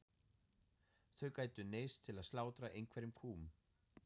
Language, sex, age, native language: Icelandic, male, 40-49, German